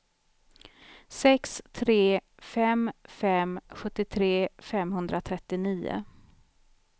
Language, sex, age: Swedish, female, 43